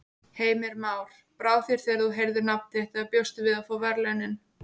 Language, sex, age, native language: Icelandic, female, 18-19, Icelandic